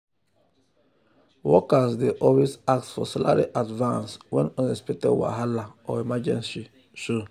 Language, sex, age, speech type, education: Nigerian Pidgin, male, 30-45, spontaneous, tertiary